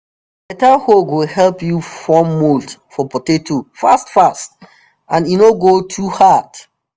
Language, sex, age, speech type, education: Nigerian Pidgin, male, 30-45, spontaneous, tertiary